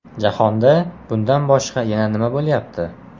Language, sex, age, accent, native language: Uzbek, male, 18-24, Jizzax, Uzbek